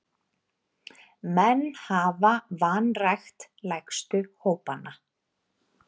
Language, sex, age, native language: Icelandic, female, 8, Icelandic